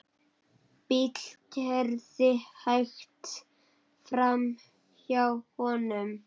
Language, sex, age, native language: Icelandic, male, 8, Icelandic